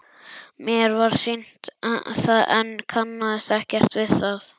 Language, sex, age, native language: Icelandic, male, 11, Icelandic